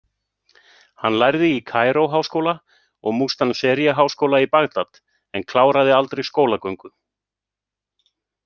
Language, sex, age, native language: Icelandic, male, 30-39, Icelandic